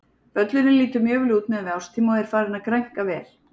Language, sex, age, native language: Icelandic, female, 40-49, Icelandic